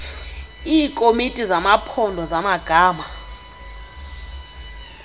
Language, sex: Xhosa, female